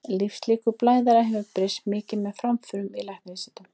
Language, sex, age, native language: Icelandic, female, 30-39, Icelandic